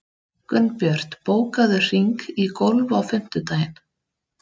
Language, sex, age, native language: Icelandic, female, 30-39, Icelandic